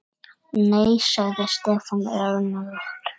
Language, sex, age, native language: Icelandic, male, 7, Icelandic